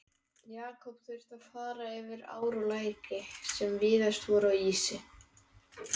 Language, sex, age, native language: Icelandic, male, 18-19, Icelandic